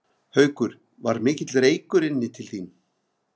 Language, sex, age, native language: Icelandic, male, 50-59, Icelandic